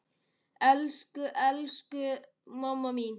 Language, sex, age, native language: Icelandic, female, 8, Icelandic